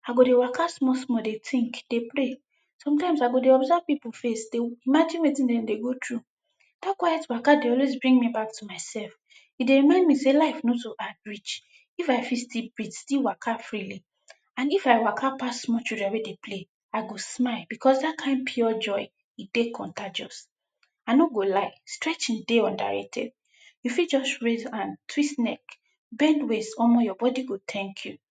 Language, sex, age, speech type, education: Nigerian Pidgin, female, 15-29, spontaneous, tertiary